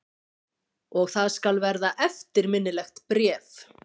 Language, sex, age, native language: Icelandic, female, 50-59, Icelandic